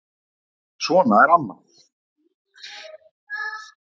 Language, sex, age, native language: Icelandic, male, 40-49, Icelandic